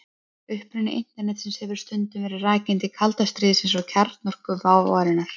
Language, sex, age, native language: Icelandic, female, 30-39, Icelandic